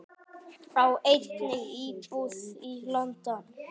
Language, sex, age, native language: Icelandic, male, 10, Icelandic